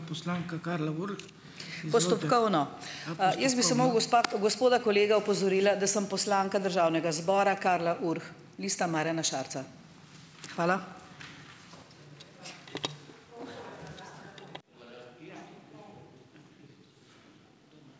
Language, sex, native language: Slovenian, female, Slovenian